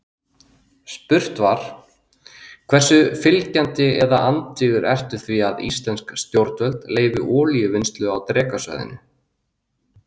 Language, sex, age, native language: Icelandic, male, 30-39, Icelandic